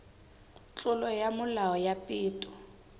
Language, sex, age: Southern Sotho, female, 18